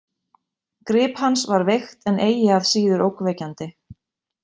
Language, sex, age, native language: Icelandic, female, 20-29, Icelandic